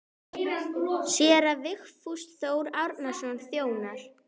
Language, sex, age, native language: Icelandic, male, 10, Icelandic